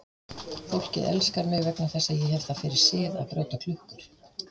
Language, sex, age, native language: Icelandic, female, 50-59, Icelandic